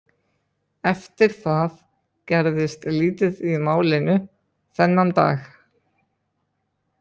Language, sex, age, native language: Icelandic, male, 20-29, Icelandic